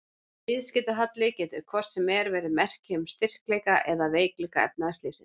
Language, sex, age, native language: Icelandic, female, 40-49, Icelandic